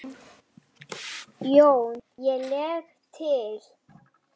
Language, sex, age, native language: Icelandic, female, 10, Lithuanian